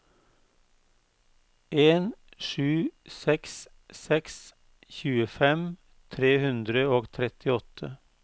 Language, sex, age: Norwegian, male, 52